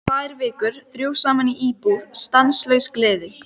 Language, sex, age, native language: Icelandic, female, 12, Icelandic